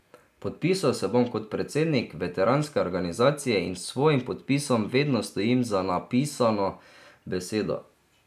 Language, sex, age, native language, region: Slovenian, male, 30-49, Slovenian, Drava region